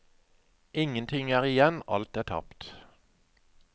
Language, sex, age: Norwegian, male, 57